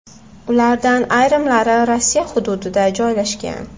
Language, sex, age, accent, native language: Uzbek, female, 18-24, Toshkent shahri, Uzbek